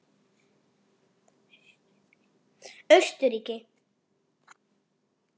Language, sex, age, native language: Icelandic, female, 40-49, Icelandic